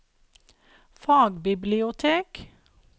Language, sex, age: Norwegian, female, 52